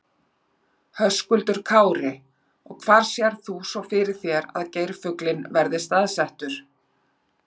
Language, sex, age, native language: Icelandic, female, 40-49, Icelandic